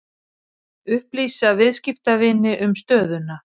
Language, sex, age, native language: Icelandic, female, 50-59, Icelandic